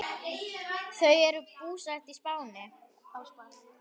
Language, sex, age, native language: Icelandic, female, 10, Icelandic